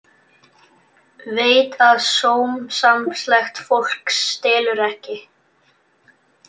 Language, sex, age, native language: Icelandic, male, 11, Icelandic